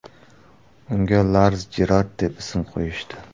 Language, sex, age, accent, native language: Uzbek, male, 18-24, Surxondaryo, Uzbek